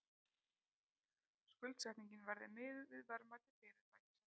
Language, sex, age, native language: Icelandic, female, 30-39, Icelandic